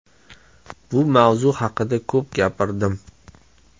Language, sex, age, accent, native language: Uzbek, male, 25-34, Toshkent shahri, Uzbek